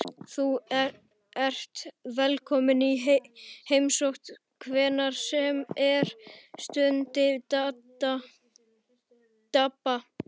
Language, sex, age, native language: Icelandic, male, 11, Icelandic